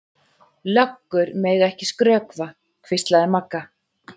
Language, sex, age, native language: Icelandic, male, 11, Icelandic